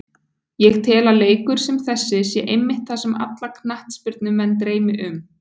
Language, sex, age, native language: Icelandic, female, 20-29, Icelandic